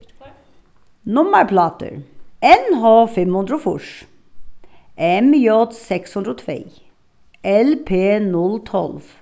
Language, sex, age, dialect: Faroese, female, 36-60, Suðuroy